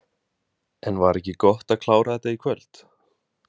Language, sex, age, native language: Icelandic, male, 20-29, Icelandic